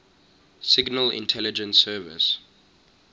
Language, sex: English, male